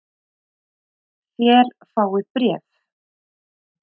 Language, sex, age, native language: Icelandic, female, 30-39, Icelandic